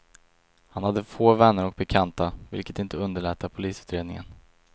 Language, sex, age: Swedish, male, 22